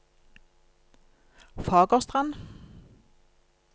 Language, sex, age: Norwegian, female, 47